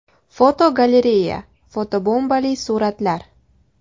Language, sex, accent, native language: Uzbek, female, Samarqand, Uzbek